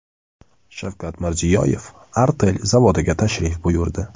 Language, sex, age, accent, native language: Uzbek, male, 18-24, Andijon, Uzbek